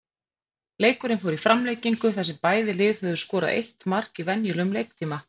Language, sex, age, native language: Icelandic, female, 50-59, Icelandic